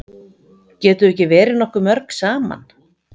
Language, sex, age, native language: Icelandic, female, 50-59, Icelandic